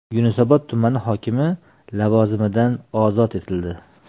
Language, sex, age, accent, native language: Uzbek, male, 35+, Toshkent shahri, Uzbek